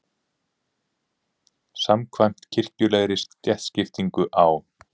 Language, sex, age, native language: Icelandic, male, 30-39, Icelandic